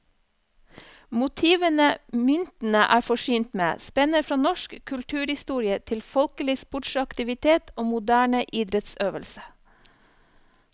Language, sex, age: Norwegian, female, 34